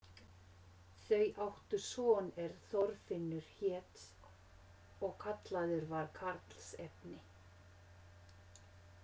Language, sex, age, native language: Icelandic, female, 50-59, Finnish